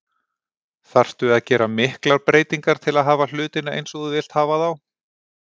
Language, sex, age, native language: Icelandic, male, 40-49, Icelandic